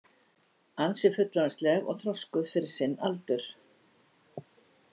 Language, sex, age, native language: Icelandic, female, 60-69, Icelandic